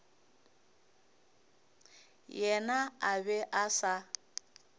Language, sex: Northern Sotho, female